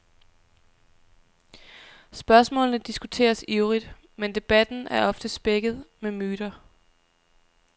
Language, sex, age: Danish, female, 23